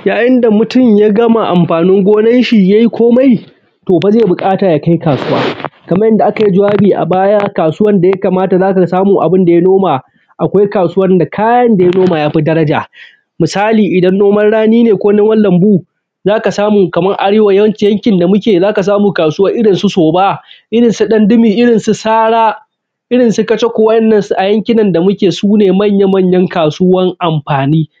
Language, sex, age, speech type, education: Hausa, male, 15-29, spontaneous, primary